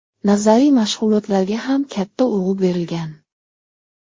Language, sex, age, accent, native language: Uzbek, male, 12-17, Namangan, Uzbek